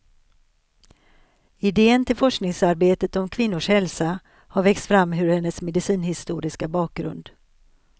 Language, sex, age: Swedish, female, 63